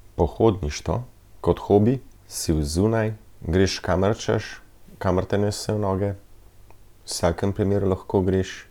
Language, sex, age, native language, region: Slovenian, male, 30-49, Slovenian, Central Slovenia